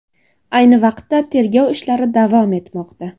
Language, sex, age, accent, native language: Uzbek, female, 18-24, Surxondaryo, Uzbek